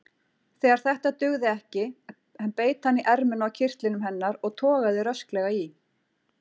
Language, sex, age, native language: Icelandic, female, 40-49, Icelandic